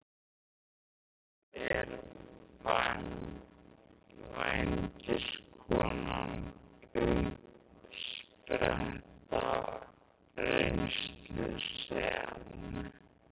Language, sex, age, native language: Icelandic, male, 13, Icelandic